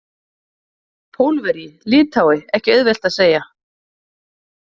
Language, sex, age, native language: Icelandic, female, 40-49, Icelandic